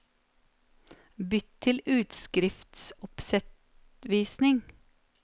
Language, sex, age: Norwegian, female, 39